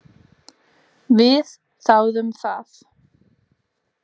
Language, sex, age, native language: Icelandic, female, 18-19, Icelandic